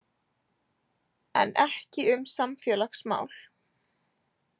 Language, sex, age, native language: Icelandic, female, 18-19, Icelandic